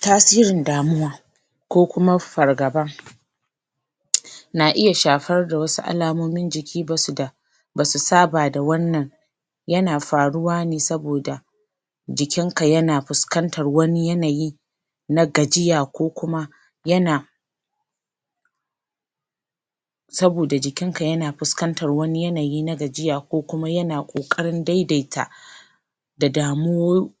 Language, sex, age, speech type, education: Hausa, female, 30-45, spontaneous, tertiary